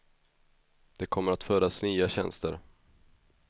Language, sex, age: Swedish, male, 21